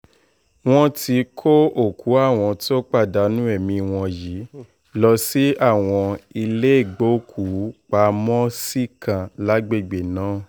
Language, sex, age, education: Yoruba, male, 15-29, tertiary